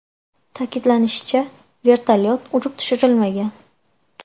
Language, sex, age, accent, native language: Uzbek, female, 18-24, Andijon, Uzbek